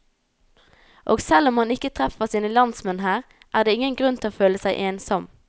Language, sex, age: Norwegian, female, 19